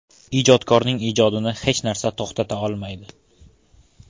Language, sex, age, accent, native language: Uzbek, male, 18-24, Toshkent shahri, Uzbek